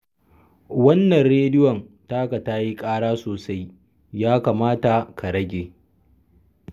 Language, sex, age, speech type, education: Hausa, male, 30-45, read, secondary